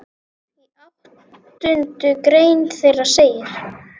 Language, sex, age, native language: Icelandic, female, 10, Icelandic